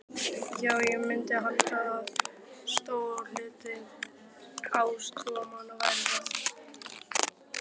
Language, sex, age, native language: Icelandic, male, 12, Icelandic